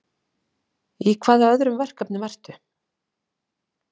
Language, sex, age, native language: Icelandic, female, 40-49, Icelandic